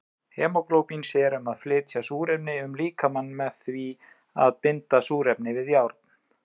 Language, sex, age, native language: Icelandic, male, 30-39, Icelandic